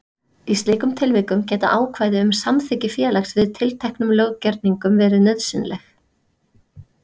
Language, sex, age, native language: Icelandic, female, 30-39, Icelandic